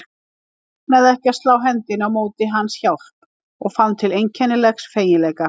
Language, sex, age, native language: Icelandic, female, 50-59, Icelandic